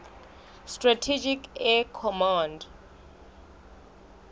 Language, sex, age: Southern Sotho, female, 22